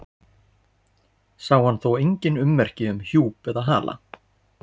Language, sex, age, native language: Icelandic, male, 40-49, Icelandic